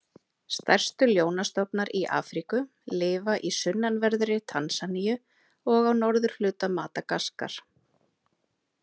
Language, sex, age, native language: Icelandic, female, 30-39, Icelandic